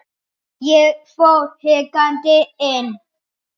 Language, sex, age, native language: Icelandic, male, 9, Icelandic